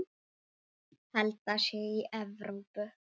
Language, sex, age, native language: Icelandic, male, 7, Icelandic